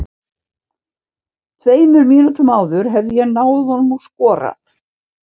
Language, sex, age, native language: Icelandic, female, 60-69, Icelandic